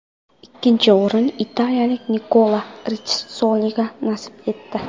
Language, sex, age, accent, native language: Uzbek, female, 19-29, Qoraqalpog'iston, Karakalpak